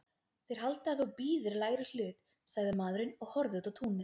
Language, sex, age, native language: Icelandic, female, 20-29, Icelandic